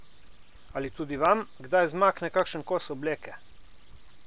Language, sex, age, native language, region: Slovenian, male, 50-59, Slovenian, Coastal Karst region